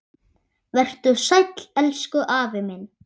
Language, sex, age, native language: Icelandic, male, 8, Icelandic